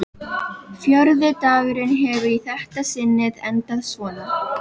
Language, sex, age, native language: Icelandic, female, 12, Filipino